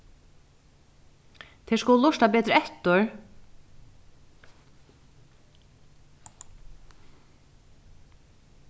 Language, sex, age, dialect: Faroese, female, 36-60, Suðuroy